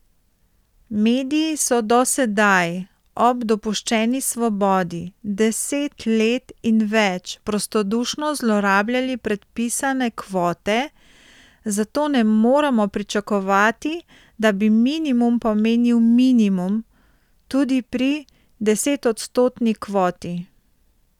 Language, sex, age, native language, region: Slovenian, female, 30-49, Slovenian, Central Slovenia